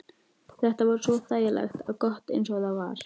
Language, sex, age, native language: Icelandic, female, 12, Icelandic